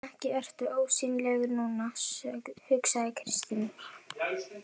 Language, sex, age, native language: Icelandic, female, 20-29, Icelandic